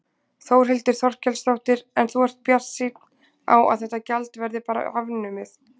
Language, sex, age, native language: Icelandic, female, 20-29, Icelandic